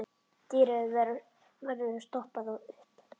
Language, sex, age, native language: Icelandic, male, 10, Icelandic